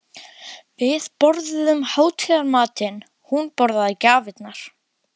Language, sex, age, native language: Icelandic, male, 12, Icelandic